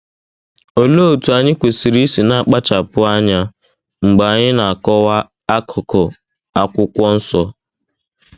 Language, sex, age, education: Igbo, male, 15-29, tertiary